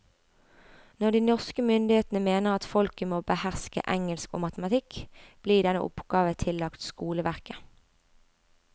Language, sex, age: Norwegian, female, 25